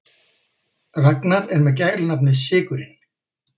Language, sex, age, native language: Icelandic, male, 50-59, Icelandic